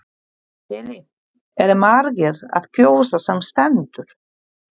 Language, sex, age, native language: Icelandic, female, 40-49, Polish